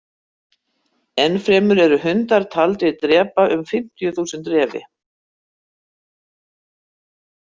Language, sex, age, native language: Icelandic, female, 60-69, Icelandic